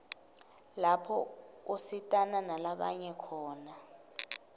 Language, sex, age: Swati, female, 19